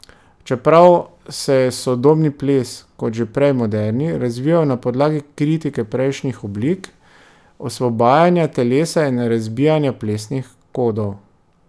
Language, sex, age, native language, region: Slovenian, male, 30-49, Slovenian, Drava region